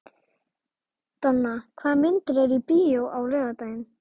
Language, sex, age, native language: Icelandic, female, 11, Icelandic